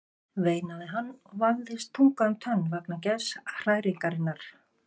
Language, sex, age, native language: Icelandic, female, 50-59, Icelandic